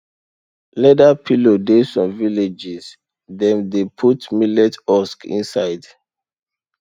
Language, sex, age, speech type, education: Nigerian Pidgin, male, 30-45, spontaneous, tertiary